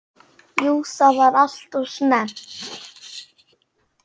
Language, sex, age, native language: Icelandic, male, 9, Icelandic